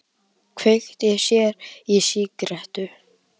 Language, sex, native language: Icelandic, male, Icelandic